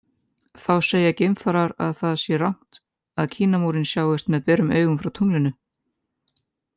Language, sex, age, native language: Icelandic, male, 18-19, Icelandic